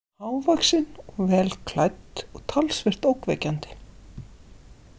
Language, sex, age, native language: Icelandic, female, 50-59, Icelandic